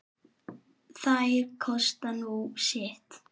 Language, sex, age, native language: Icelandic, male, 7, Icelandic